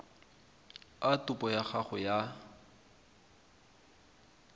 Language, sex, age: Tswana, male, 23